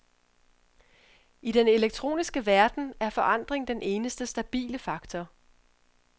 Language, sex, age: Danish, female, 31